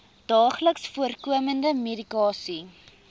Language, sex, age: Afrikaans, female, 19